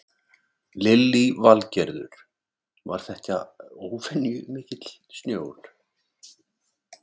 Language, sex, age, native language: Icelandic, male, 40-49, Icelandic